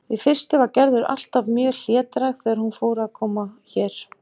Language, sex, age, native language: Icelandic, female, 50-59, Icelandic